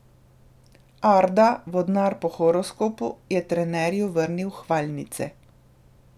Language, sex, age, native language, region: Slovenian, female, 30-49, Slovenian, Drava region